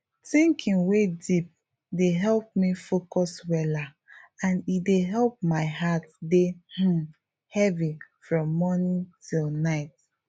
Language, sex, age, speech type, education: Nigerian Pidgin, female, 15-29, spontaneous, tertiary